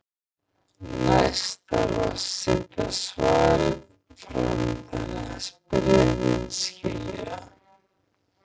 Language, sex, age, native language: Icelandic, male, 20-29, Icelandic